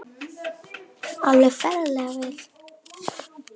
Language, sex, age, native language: Icelandic, female, 10, Icelandic